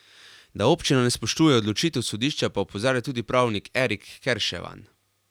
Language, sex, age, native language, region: Slovenian, male, 18-29, Slovenian, Carinthia region